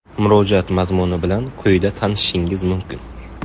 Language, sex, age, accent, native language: Uzbek, male, 18-24, Qashqadaryo, Uzbek